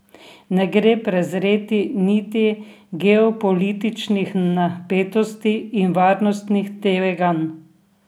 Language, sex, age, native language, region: Slovenian, female, 60+, Slovenian, Drava region